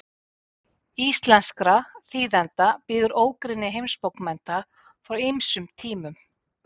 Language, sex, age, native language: Icelandic, female, 50-59, Icelandic